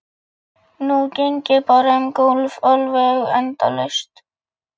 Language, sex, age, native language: Icelandic, male, 11, Icelandic